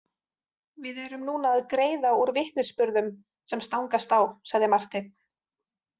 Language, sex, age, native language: Icelandic, female, 40-49, Icelandic